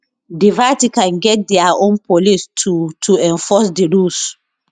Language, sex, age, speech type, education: Nigerian Pidgin, female, 30-45, spontaneous, tertiary